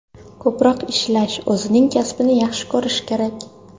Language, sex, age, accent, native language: Uzbek, female, under 19, Toshkent shahri, Uzbek